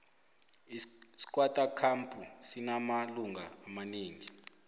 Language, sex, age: South Ndebele, male, 25